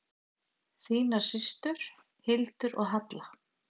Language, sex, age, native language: Icelandic, male, 8, Icelandic